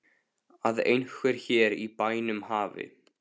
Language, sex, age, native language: Icelandic, male, 15, Icelandic